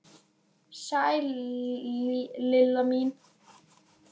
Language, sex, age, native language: Icelandic, male, 9, Icelandic